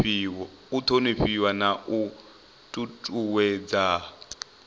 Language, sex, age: Venda, male, 25